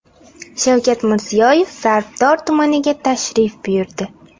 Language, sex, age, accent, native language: Uzbek, female, 18-24, Andijon, Uzbek